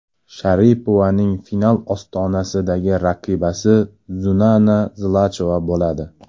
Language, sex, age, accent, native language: Uzbek, male, 18-24, Toshkent shahri, Uzbek